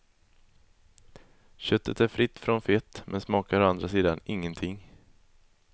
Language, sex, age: Swedish, male, 20